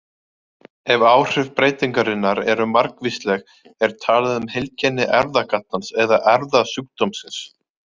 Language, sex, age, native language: Icelandic, male, 20-29, Icelandic